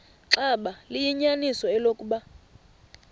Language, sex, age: Xhosa, female, 24